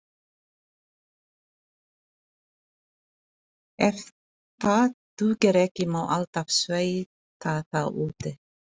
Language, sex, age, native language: Icelandic, female, 40-49, Filipino